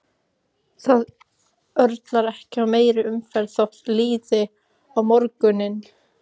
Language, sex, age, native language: Icelandic, female, 14, Icelandic